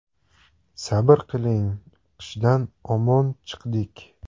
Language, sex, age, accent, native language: Uzbek, male, 18-24, Namangan, Uzbek